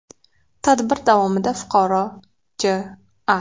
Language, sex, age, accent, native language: Uzbek, female, 18-24, Toshkent shahri, Uzbek